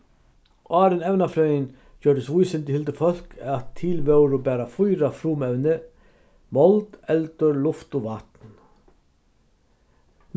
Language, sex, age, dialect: Faroese, male, 36-60, Vágar